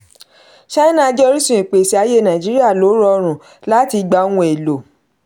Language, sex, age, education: Yoruba, female, 30-45, tertiary